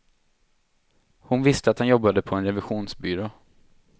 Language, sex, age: Swedish, male, 23